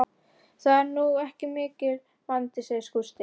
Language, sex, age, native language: Icelandic, female, 12, Icelandic